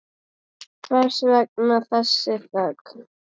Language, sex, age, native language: Icelandic, female, 10, Icelandic